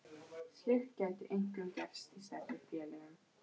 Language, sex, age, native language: Icelandic, female, 12, Icelandic